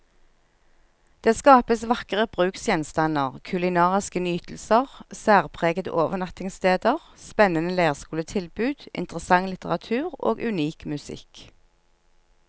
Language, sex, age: Norwegian, female, 46